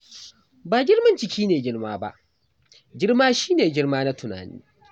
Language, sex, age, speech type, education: Hausa, male, 15-29, read, tertiary